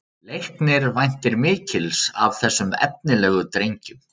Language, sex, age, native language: Icelandic, male, 30-39, Icelandic